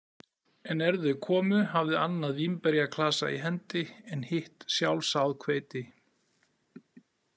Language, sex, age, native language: Icelandic, male, 40-49, Icelandic